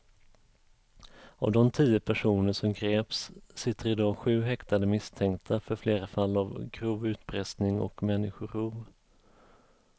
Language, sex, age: Swedish, male, 34